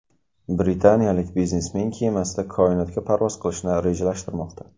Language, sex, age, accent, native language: Uzbek, male, 18-24, Qashqadaryo, Uzbek